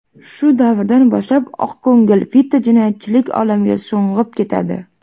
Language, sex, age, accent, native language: Uzbek, female, 18-24, Namangan, Uzbek